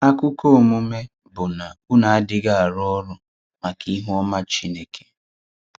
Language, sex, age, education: Igbo, male, 30-45, tertiary